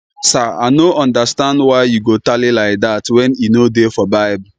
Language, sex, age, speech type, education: Nigerian Pidgin, male, 15-29, spontaneous, tertiary